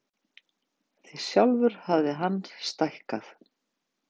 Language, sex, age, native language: Icelandic, female, 50-59, Icelandic